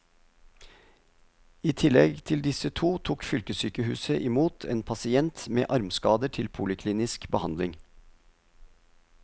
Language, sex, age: Norwegian, male, 50